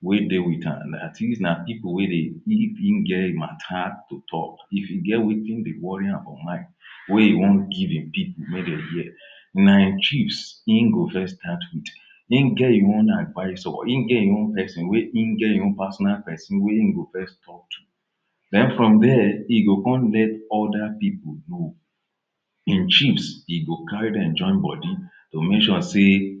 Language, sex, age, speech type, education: Nigerian Pidgin, male, 30-45, spontaneous, tertiary